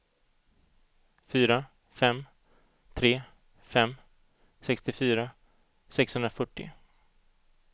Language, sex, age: Swedish, male, 38